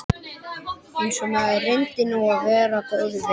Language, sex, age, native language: Icelandic, male, 11, Icelandic